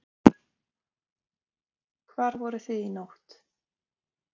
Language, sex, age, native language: Icelandic, other, 18-19, Icelandic